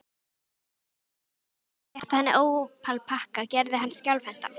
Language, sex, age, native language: Icelandic, female, 12, Icelandic